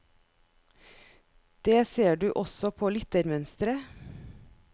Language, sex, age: Norwegian, female, 41